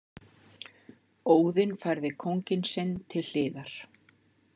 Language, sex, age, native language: Icelandic, female, 50-59, Icelandic